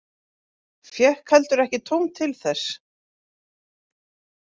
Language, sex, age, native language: Icelandic, female, 40-49, Icelandic